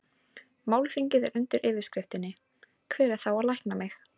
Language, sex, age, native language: Icelandic, female, 18-19, Icelandic